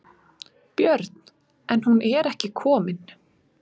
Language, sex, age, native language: Icelandic, female, 20-29, Icelandic